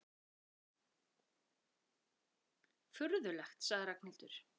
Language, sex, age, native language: Icelandic, female, 40-49, Icelandic